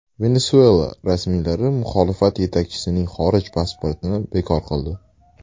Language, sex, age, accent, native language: Uzbek, male, 19-29, Toshkent shahri, Uzbek